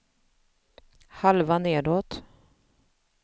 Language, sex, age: Swedish, female, 45